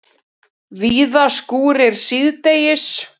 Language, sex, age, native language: Icelandic, male, 70-79, Icelandic